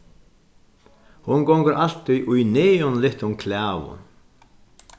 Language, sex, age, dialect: Faroese, male, 61+, Sandoy